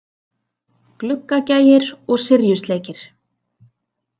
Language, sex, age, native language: Icelandic, female, 30-39, Icelandic